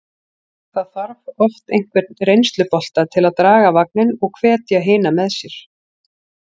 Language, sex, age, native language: Icelandic, female, 40-49, Icelandic